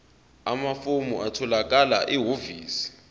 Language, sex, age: Zulu, male, 22